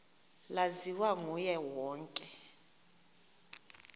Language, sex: Xhosa, female